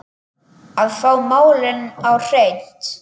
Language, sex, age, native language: Icelandic, male, 10, Icelandic